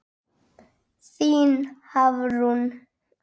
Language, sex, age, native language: Icelandic, female, 9, Icelandic